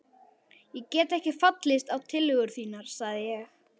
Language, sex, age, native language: Icelandic, male, 12, Icelandic